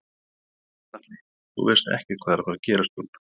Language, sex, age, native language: Icelandic, male, 40-49, Icelandic